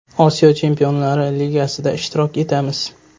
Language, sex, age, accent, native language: Uzbek, male, 18-24, Sirdaryo, Uzbek